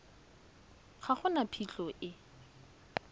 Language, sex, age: Tswana, female, 22